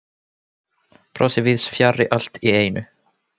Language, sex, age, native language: Icelandic, male, 18-19, Finnish